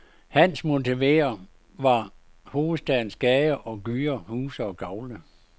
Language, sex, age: Danish, male, 52